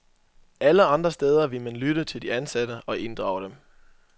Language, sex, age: Danish, male, 24